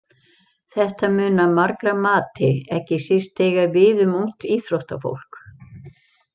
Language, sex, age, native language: Icelandic, female, 70-79, Icelandic